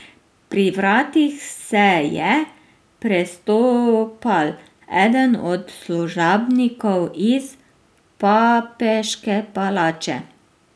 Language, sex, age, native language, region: Slovenian, female, 30-49, Slovenian, Drava region